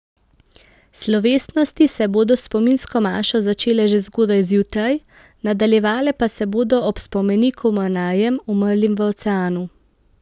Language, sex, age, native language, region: Slovenian, female, 18-29, Slovenian, Central Slovenia